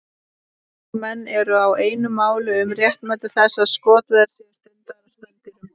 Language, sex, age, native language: Icelandic, female, 30-39, Icelandic